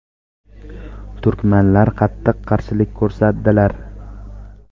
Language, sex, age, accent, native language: Uzbek, male, 18-24, Farg'ona, Uzbek